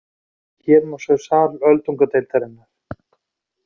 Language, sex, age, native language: Icelandic, male, 40-49, Icelandic